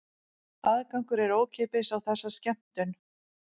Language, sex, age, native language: Icelandic, female, 40-49, Icelandic